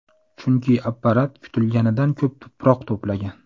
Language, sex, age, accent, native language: Uzbek, male, 25-34, Farg'ona, Uzbek